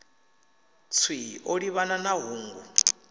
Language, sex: Venda, male